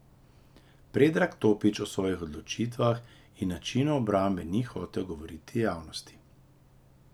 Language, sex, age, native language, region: Slovenian, male, 30-49, Slovenian, Drava region